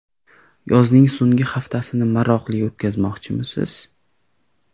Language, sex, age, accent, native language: Uzbek, male, 18-24, Jizzax, Uzbek